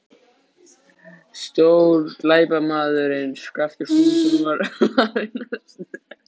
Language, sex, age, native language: Icelandic, male, 13, Icelandic